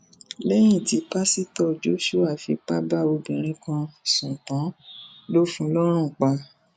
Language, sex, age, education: Yoruba, female, 46-60, tertiary